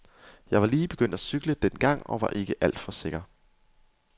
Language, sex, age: Danish, male, 22